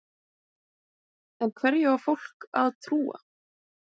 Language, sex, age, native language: Icelandic, female, 20-29, Icelandic